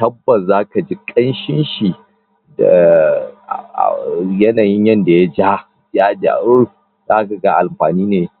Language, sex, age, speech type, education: Hausa, male, 30-45, spontaneous, tertiary